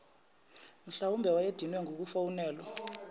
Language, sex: Zulu, female